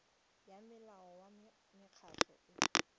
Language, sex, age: Tswana, female, 21